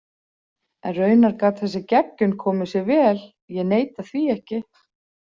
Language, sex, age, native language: Icelandic, female, 40-49, Icelandic